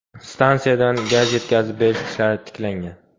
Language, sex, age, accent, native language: Uzbek, male, 18-24, Farg'ona, Uzbek